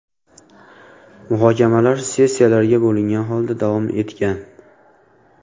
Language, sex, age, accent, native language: Uzbek, male, 25-34, Farg'ona, Uzbek